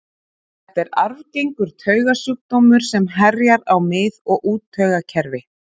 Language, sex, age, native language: Icelandic, female, 30-39, Icelandic